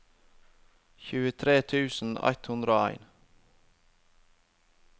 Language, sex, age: Norwegian, male, 25